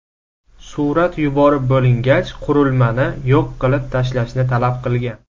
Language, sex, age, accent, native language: Uzbek, male, 19-29, Samarqand, Uzbek